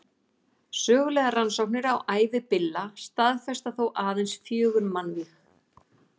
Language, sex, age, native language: Icelandic, female, 40-49, Icelandic